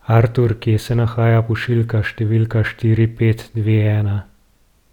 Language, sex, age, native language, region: Slovenian, male, 30-49, Slovenian, Gorenjska region